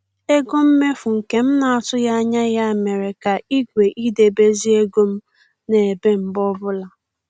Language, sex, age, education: Igbo, female, 15-29, tertiary